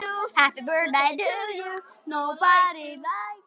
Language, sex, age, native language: Icelandic, male, 9, Icelandic